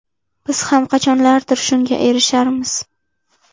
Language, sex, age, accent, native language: Uzbek, female, 18-24, Jizzax, Uzbek